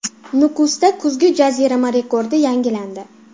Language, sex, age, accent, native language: Uzbek, female, under 19, Farg'ona, Uzbek